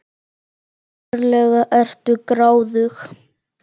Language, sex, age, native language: Icelandic, male, 10, Icelandic